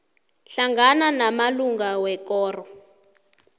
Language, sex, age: South Ndebele, female, 29